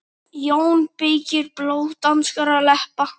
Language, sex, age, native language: Icelandic, male, 9, Icelandic